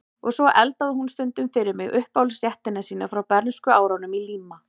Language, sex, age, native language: Icelandic, female, 40-49, Icelandic